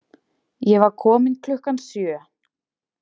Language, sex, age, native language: Icelandic, female, 20-29, Icelandic